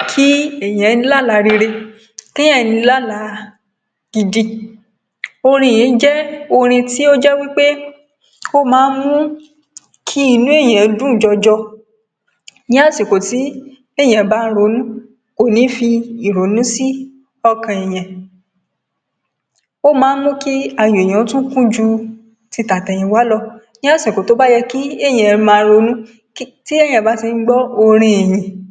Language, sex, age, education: Yoruba, female, 46-60, secondary